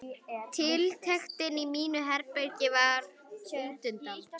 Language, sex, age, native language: Icelandic, female, 11, Icelandic